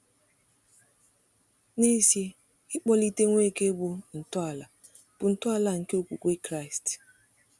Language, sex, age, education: Igbo, female, 30-45, tertiary